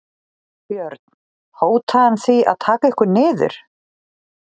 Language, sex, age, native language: Icelandic, female, 40-49, Icelandic